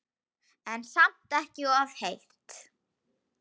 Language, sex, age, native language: Icelandic, female, 8, Icelandic